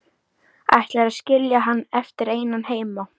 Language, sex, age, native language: Icelandic, female, 13, Icelandic